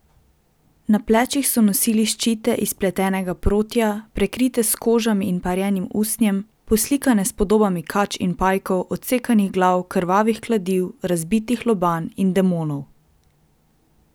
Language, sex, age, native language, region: Slovenian, female, 18-29, Slovenian, Drava region